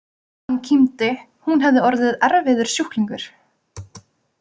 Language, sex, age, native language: Icelandic, female, 20-29, Icelandic